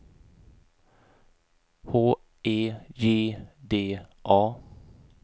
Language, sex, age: Swedish, male, 31